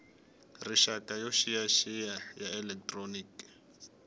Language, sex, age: Tsonga, male, 21